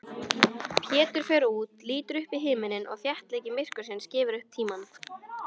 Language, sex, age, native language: Icelandic, female, 18-19, Icelandic